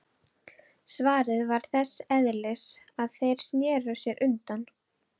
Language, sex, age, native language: Icelandic, female, 12, Icelandic